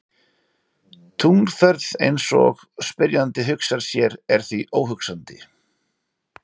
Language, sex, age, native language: Icelandic, male, 40-49, Icelandic